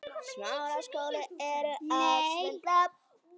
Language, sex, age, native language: Icelandic, female, 9, Icelandic